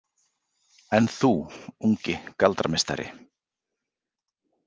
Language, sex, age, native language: Icelandic, male, 40-49, Icelandic